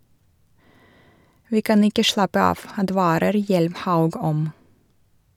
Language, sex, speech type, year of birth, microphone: Norwegian, female, read, 1982, Shure